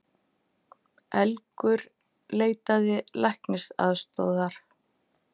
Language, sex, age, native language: Icelandic, female, 50-59, Icelandic